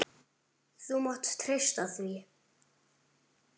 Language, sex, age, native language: Icelandic, male, 9, Icelandic